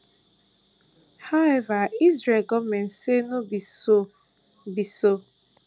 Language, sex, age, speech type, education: Nigerian Pidgin, female, 15-29, spontaneous, tertiary